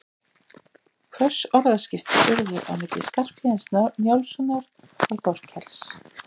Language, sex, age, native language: Icelandic, female, 40-49, Icelandic